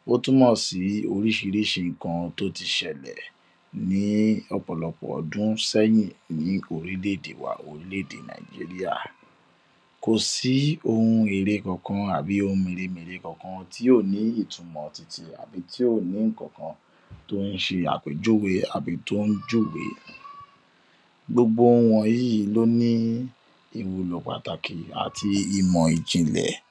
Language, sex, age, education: Yoruba, male, 15-29, tertiary